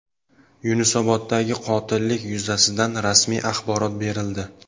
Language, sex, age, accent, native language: Uzbek, male, 25-34, Sirdaryo, Uzbek